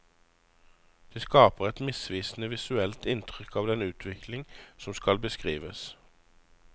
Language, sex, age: Norwegian, male, 35